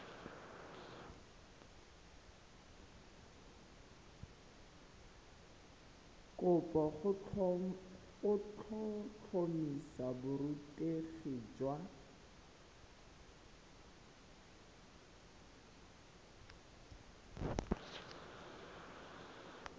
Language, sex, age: Tswana, male, 23